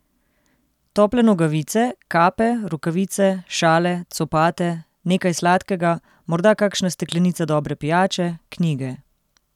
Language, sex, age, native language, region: Slovenian, female, 30-49, Slovenian, Central Slovenia